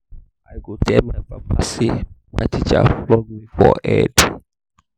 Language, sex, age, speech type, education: Nigerian Pidgin, male, 15-29, spontaneous, tertiary